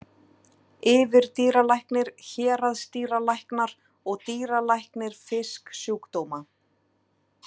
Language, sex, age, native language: Icelandic, female, 30-39, Icelandic